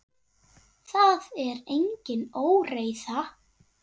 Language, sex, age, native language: Icelandic, female, 8, Icelandic